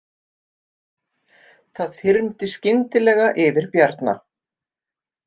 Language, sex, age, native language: Icelandic, female, 50-59, Icelandic